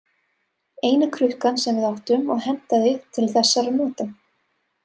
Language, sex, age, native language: Icelandic, female, 30-39, Serbo-Croatian